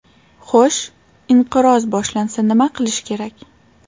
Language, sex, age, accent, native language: Uzbek, female, 18-24, Toshkent shahri, Uzbek